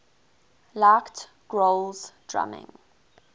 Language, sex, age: English, female, 19